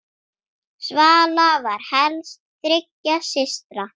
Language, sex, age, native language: Icelandic, female, 9, Icelandic